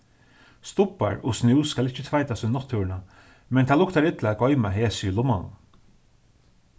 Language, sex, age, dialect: Faroese, male, 36-60, Suðurstreymoy